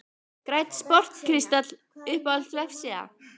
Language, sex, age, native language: Icelandic, female, 12, Icelandic